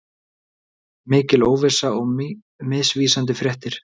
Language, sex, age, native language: Icelandic, male, 20-29, Icelandic